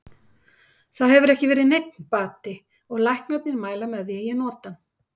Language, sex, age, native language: Icelandic, female, 50-59, Icelandic